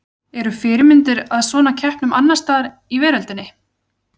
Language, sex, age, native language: Icelandic, female, 30-39, Icelandic